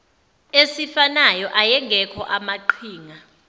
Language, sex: Zulu, female